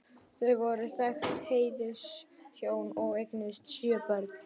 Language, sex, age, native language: Icelandic, male, 11, Icelandic